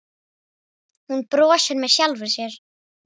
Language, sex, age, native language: Icelandic, female, 10, Icelandic